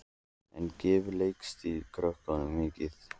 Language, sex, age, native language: Icelandic, male, 14, Icelandic